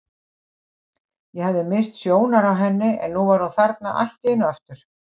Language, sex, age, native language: Icelandic, female, 60-69, Icelandic